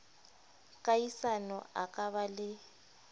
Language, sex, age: Southern Sotho, female, 25